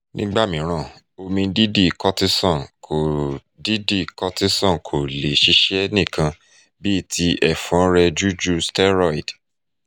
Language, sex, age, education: Yoruba, male, 30-45, tertiary